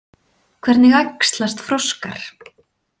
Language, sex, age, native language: Icelandic, female, 40-49, Icelandic